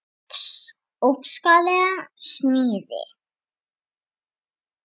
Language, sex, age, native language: Icelandic, male, 7, Icelandic